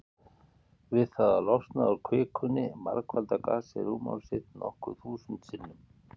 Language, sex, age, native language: Icelandic, male, 50-59, Icelandic